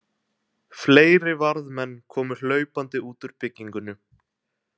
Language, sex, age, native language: Icelandic, male, 20-29, Icelandic